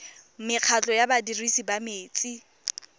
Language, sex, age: Tswana, female, 23